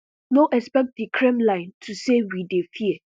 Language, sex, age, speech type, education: Nigerian Pidgin, female, 15-29, spontaneous, tertiary